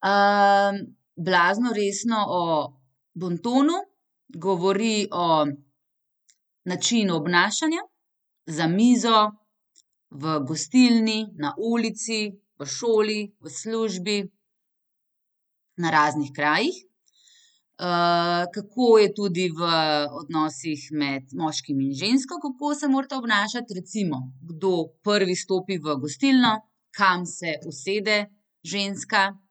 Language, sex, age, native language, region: Slovenian, female, 30-49, Slovenian, Central Slovenia